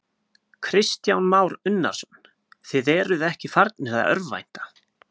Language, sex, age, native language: Icelandic, male, 20-29, Icelandic